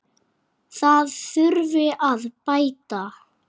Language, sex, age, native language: Icelandic, male, 6, Icelandic